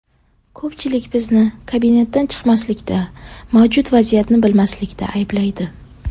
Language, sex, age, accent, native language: Uzbek, female, 18-24, Sirdaryo, Uzbek